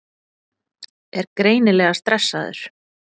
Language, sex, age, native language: Icelandic, female, 40-49, Icelandic